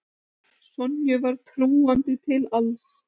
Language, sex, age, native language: Icelandic, male, 8, Icelandic